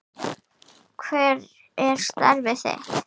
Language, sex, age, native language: Icelandic, female, 9, Icelandic